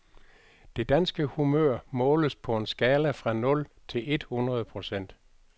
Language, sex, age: Danish, male, 62